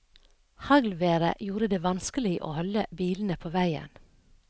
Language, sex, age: Norwegian, female, 57